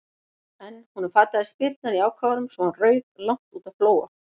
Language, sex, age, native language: Icelandic, female, 50-59, Icelandic